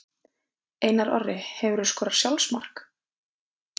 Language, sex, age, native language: Icelandic, female, 20-29, Icelandic